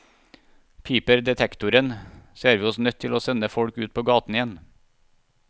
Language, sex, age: Norwegian, male, 41